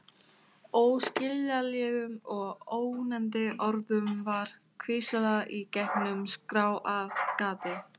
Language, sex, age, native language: Icelandic, female, 18-19, Thai